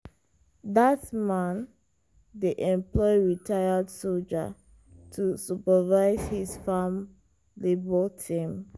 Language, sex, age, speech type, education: Nigerian Pidgin, female, 15-29, spontaneous, tertiary